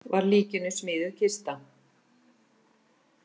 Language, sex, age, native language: Icelandic, female, 50-59, Icelandic